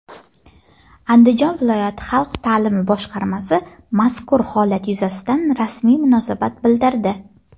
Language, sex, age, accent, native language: Uzbek, female, 19-29, Jizzax, Uzbek